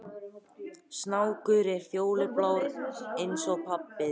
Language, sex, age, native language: Icelandic, female, 18-19, Icelandic